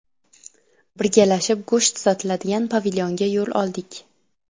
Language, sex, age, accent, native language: Uzbek, female, 12-17, Samarqand, Uzbek